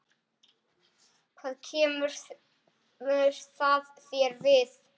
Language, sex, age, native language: Icelandic, female, 8, Icelandic